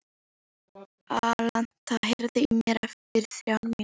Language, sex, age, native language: Icelandic, female, 11, Icelandic